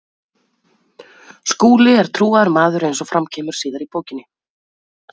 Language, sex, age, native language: Icelandic, female, 30-39, Icelandic